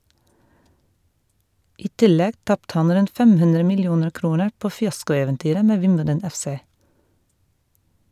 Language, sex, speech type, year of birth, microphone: Norwegian, female, read, 1971, Shure